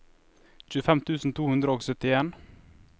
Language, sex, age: Norwegian, male, 21